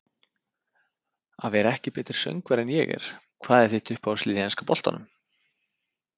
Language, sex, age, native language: Icelandic, male, 30-39, Icelandic